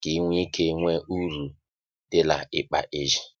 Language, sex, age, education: Igbo, male, 30-45, tertiary